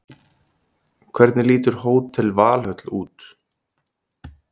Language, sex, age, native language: Icelandic, male, 30-39, Icelandic